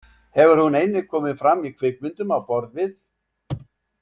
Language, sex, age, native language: Icelandic, male, 70-79, Icelandic